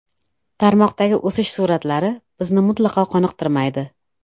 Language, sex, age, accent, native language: Uzbek, female, 35+, Namangan, Uzbek